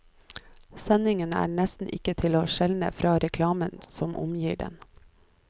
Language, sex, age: Norwegian, female, 29